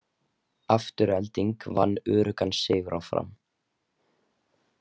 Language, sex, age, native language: Icelandic, male, 18-19, Icelandic